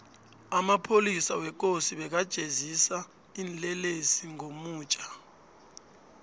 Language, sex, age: South Ndebele, male, 29